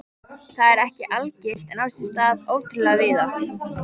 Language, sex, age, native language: Icelandic, female, 13, Icelandic